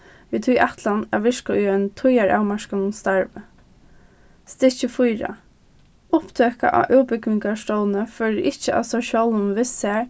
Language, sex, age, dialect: Faroese, female, 15-35, Norðurstreymoy/Eysturoy